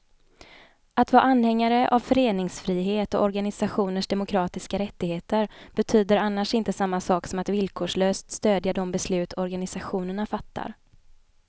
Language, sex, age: Swedish, female, 29